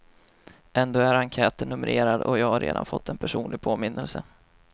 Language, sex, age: Swedish, male, 25